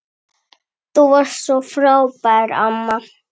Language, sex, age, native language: Icelandic, female, 9, Icelandic